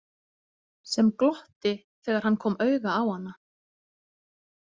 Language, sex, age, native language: Icelandic, female, 30-39, Icelandic